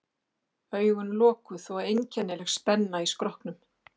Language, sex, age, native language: Icelandic, female, 60-69, Icelandic